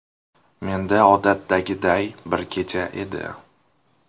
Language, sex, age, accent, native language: Uzbek, male, 19-29, Toshkent shahri, Uzbek